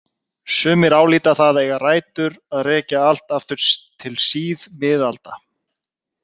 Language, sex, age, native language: Icelandic, male, 30-39, Icelandic